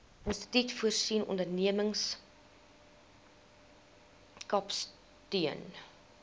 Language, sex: Afrikaans, female